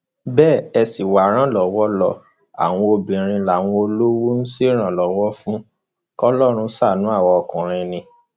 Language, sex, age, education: Yoruba, male, 15-29, tertiary